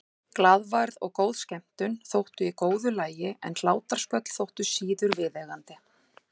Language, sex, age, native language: Icelandic, female, 40-49, Icelandic